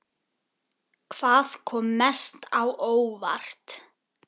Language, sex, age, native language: Icelandic, female, 10, Icelandic